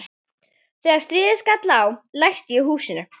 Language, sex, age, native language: Icelandic, female, 11, Icelandic